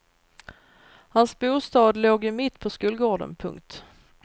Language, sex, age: Swedish, female, 39